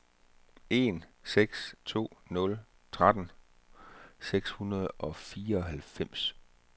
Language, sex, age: Danish, male, 34